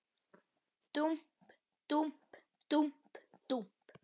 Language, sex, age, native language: Icelandic, male, 9, Icelandic